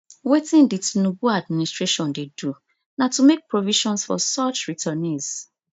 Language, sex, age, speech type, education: Nigerian Pidgin, female, 30-45, spontaneous, tertiary